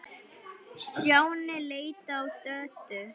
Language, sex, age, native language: Icelandic, female, 9, Icelandic